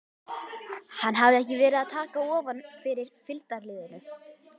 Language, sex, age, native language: Icelandic, female, 11, Icelandic